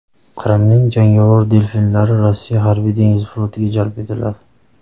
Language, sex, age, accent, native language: Uzbek, male, 30-39, Farg'ona, Uzbek